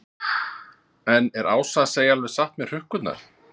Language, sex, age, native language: Icelandic, male, 30-39, Icelandic